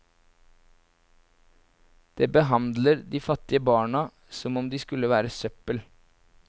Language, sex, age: Norwegian, male, 24